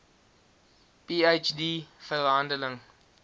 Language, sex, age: Afrikaans, male, 19